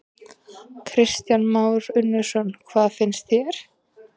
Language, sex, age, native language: Icelandic, female, 20-29, Icelandic